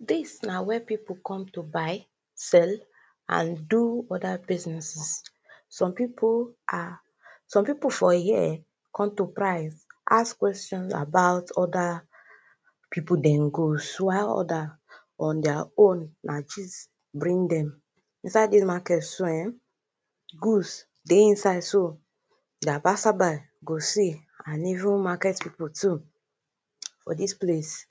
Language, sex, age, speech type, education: Nigerian Pidgin, female, 15-29, spontaneous, tertiary